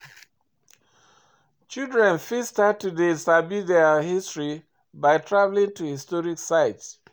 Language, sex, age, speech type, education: Nigerian Pidgin, male, 46-60, read, tertiary